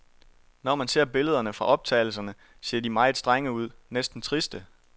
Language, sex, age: Danish, male, 23